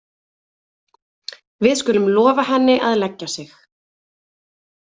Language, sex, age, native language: Icelandic, female, 20-29, Icelandic